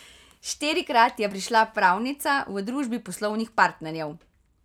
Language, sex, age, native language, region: Slovenian, female, 30-49, Slovenian, Carinthia region